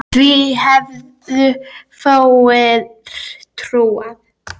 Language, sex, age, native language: Icelandic, female, 10, Icelandic